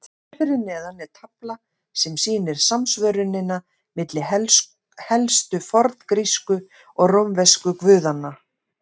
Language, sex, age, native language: Icelandic, female, 50-59, Icelandic